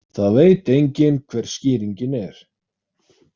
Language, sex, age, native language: Icelandic, male, 30-39, Icelandic